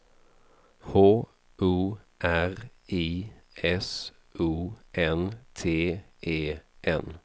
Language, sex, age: Swedish, male, 33